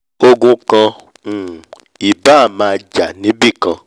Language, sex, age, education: Yoruba, male, 30-45, tertiary